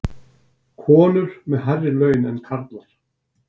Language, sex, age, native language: Icelandic, male, 60-69, Icelandic